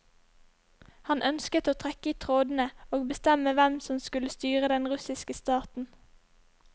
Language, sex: Norwegian, female